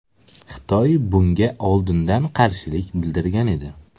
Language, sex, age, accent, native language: Uzbek, male, 18-24, Samarqand, Uzbek